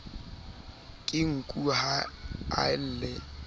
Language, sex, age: Southern Sotho, male, 21